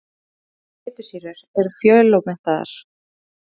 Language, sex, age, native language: Icelandic, female, 30-39, Icelandic